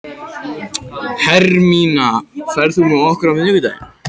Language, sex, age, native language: Icelandic, male, 14, Icelandic